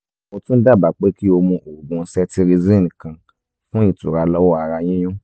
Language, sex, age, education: Yoruba, male, 15-29, tertiary